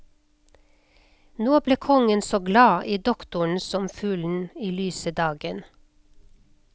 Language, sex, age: Norwegian, female, 56